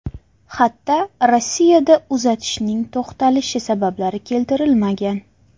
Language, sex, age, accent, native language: Uzbek, female, 18-24, Farg'ona, Uzbek